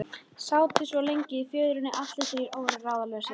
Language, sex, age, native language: Icelandic, female, 13, Icelandic